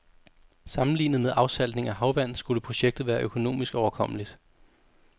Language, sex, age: Danish, male, 32